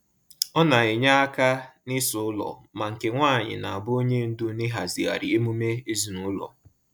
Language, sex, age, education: Igbo, male, 15-29, tertiary